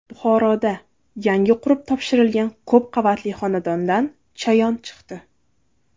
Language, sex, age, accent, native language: Uzbek, female, 19-29, Navoiy, Uzbek